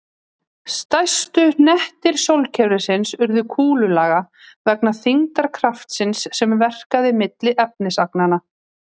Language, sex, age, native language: Icelandic, female, 30-39, Icelandic